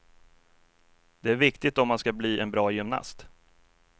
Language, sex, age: Swedish, male, 33